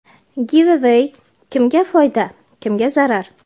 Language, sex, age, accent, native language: Uzbek, female, 18-24, Jizzax, Uzbek